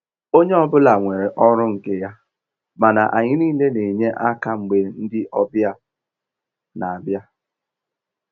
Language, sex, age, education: Igbo, male, 15-29, tertiary